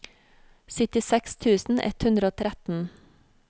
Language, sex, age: Norwegian, female, 40